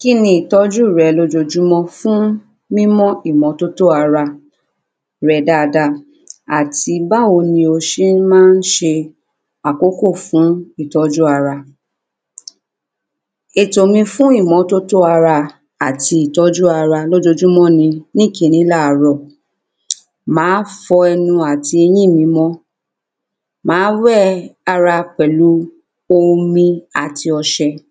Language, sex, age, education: Yoruba, female, 30-45, primary